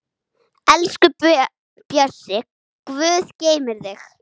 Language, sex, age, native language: Icelandic, female, 8, Icelandic